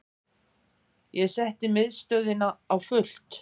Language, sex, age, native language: Icelandic, female, 50-59, Icelandic